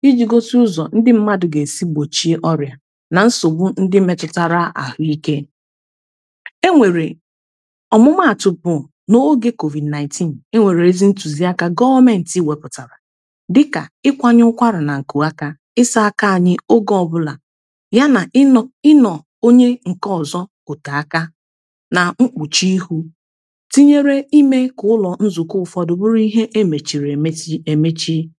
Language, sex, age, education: Igbo, female, 30-45, tertiary